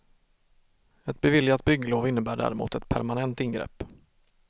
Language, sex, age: Swedish, male, 32